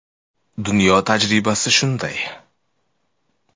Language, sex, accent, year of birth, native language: Uzbek, male, Toshkent shahri, 1995, Uzbek